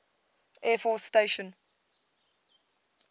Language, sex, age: English, female, 22